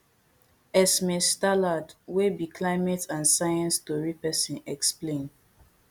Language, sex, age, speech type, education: Nigerian Pidgin, female, 15-29, spontaneous, tertiary